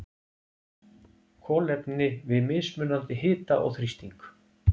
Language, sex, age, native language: Icelandic, male, 50-59, Icelandic